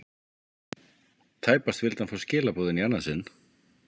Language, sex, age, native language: Icelandic, male, 50-59, Icelandic